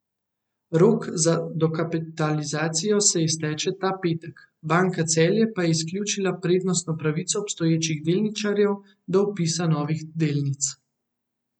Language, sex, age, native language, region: Slovenian, male, 18-29, Slovenian, Central Slovenia